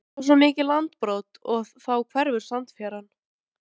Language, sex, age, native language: Icelandic, female, 13, Icelandic